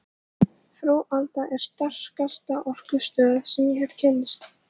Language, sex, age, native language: Icelandic, female, 14, Icelandic